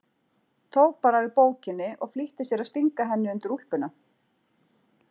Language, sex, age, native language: Icelandic, female, 40-49, Icelandic